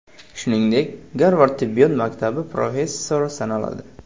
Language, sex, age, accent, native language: Uzbek, male, 18-24, Buxoro, Uzbek